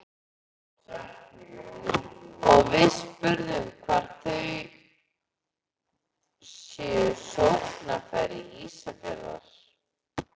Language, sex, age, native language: Icelandic, male, 11, Icelandic